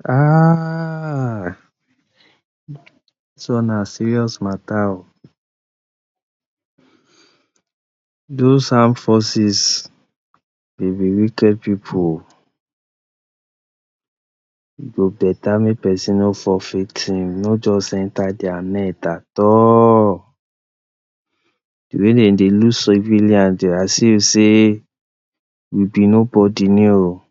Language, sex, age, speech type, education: Nigerian Pidgin, male, 60+, spontaneous, tertiary